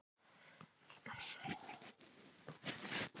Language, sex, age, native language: Icelandic, female, 50-59, Icelandic